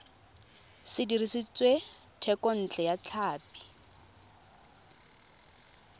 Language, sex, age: Tswana, female, 22